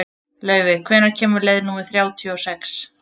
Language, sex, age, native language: Icelandic, female, 20-29, Icelandic